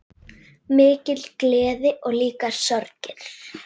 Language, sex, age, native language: Icelandic, female, 8, Icelandic